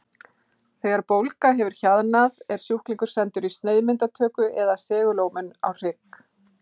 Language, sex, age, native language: Icelandic, female, 40-49, Icelandic